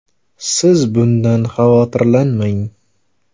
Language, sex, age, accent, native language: Uzbek, male, 18-24, Farg'ona, Uzbek